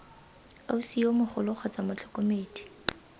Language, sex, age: Tswana, female, 18